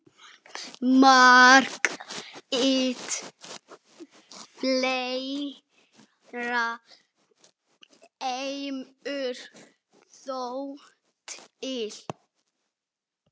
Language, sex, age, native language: Icelandic, male, 30-39, Icelandic